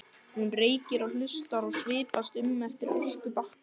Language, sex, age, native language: Icelandic, male, 12, Icelandic